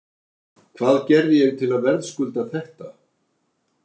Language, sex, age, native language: Icelandic, male, 60-69, Icelandic